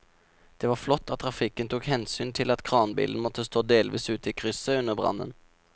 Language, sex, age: Norwegian, male, 27